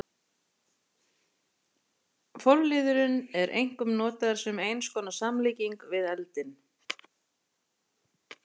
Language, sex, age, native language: Icelandic, female, 40-49, Icelandic